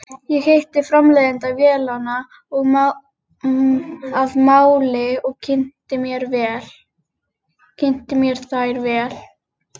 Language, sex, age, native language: Icelandic, female, 30-39, Icelandic